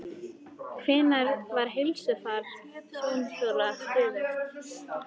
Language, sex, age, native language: Icelandic, female, 14, Icelandic